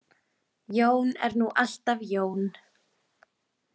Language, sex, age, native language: Icelandic, female, 20-29, Icelandic